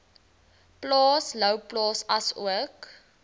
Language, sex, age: Afrikaans, female, 20